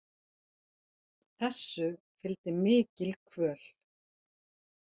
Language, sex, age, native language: Icelandic, female, 40-49, Icelandic